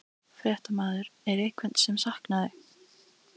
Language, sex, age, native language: Icelandic, female, 13, Icelandic